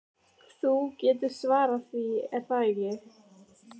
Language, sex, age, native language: Icelandic, female, 13, Icelandic